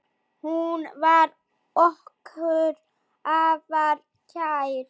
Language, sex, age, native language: Icelandic, male, 9, Icelandic